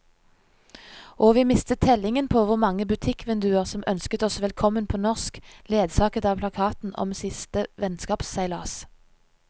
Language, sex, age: Norwegian, female, 30